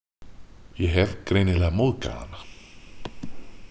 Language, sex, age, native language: Icelandic, male, 30-39, Icelandic